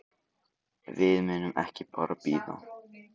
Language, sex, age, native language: Icelandic, male, 18-19, Icelandic